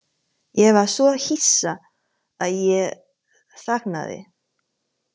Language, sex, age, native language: Icelandic, female, 30-39, Chinese